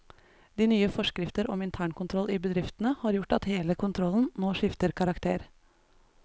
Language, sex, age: Norwegian, female, 33